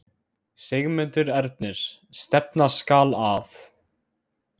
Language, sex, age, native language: Icelandic, male, 16, Icelandic